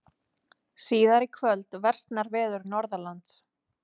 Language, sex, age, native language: Icelandic, female, 30-39, Icelandic